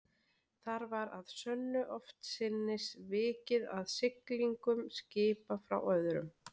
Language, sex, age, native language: Icelandic, female, 20-29, Icelandic